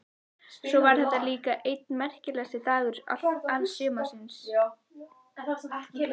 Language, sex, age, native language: Icelandic, female, 14, Icelandic